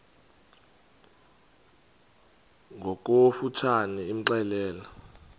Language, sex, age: Xhosa, male, 32